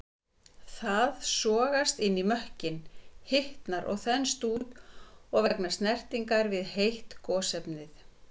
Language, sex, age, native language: Icelandic, female, 50-59, Icelandic